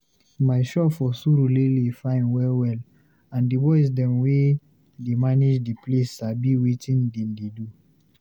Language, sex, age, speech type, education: Nigerian Pidgin, male, 15-29, read, tertiary